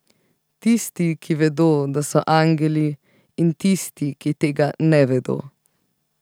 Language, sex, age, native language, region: Slovenian, female, 18-29, Slovenian, Central Slovenia